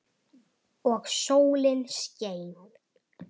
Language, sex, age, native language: Icelandic, male, 10, Icelandic